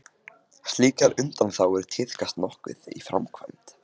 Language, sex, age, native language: Icelandic, male, 15, Icelandic